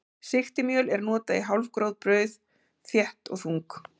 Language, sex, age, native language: Icelandic, female, 40-49, Icelandic